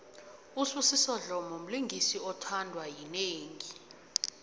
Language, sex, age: South Ndebele, female, 18